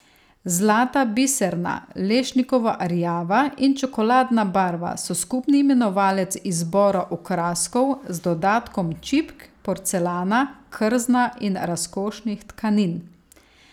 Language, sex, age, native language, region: Slovenian, female, 30-49, Slovenian, Savinja region